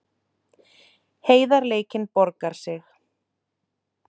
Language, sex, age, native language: Icelandic, male, 30-39, Icelandic